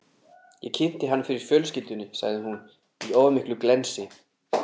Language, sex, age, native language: Icelandic, male, 30-39, Icelandic